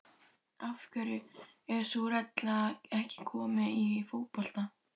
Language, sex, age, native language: Icelandic, female, 12, Icelandic